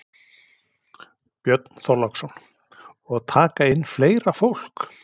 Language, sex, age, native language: Icelandic, male, 40-49, Icelandic